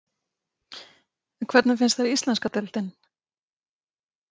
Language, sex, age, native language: Icelandic, female, 50-59, Icelandic